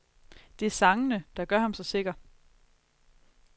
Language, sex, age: Danish, female, 22